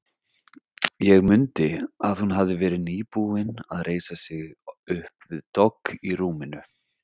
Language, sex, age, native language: Icelandic, male, 30-39, Icelandic